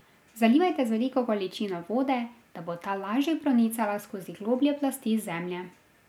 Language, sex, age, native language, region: Slovenian, female, 18-29, Slovenian, Drava region